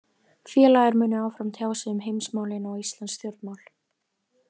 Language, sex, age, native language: Icelandic, female, 20-29, Icelandic